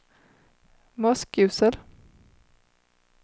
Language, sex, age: Swedish, female, 30